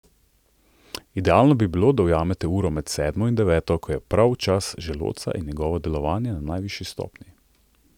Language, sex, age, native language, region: Slovenian, male, 30-49, Slovenian, Central Slovenia